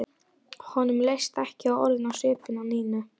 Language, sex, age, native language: Icelandic, female, 11, Icelandic